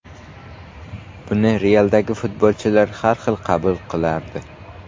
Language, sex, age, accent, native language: Uzbek, male, 18-24, Qashqadaryo, Uzbek